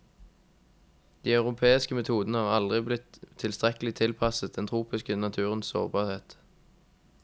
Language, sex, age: Norwegian, male, 21